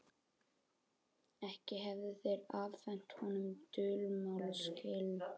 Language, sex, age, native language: Icelandic, male, 12, Icelandic